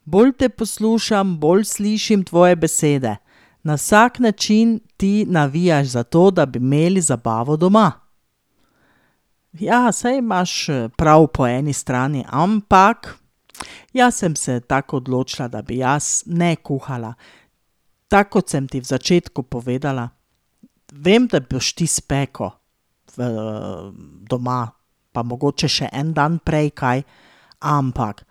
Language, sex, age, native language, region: Slovenian, female, 30-49, Slovenian, Drava region